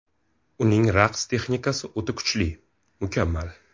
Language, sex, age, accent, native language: Uzbek, male, 18-24, Toshkent shahri, Uzbek